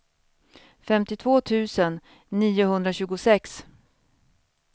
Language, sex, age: Swedish, female, 41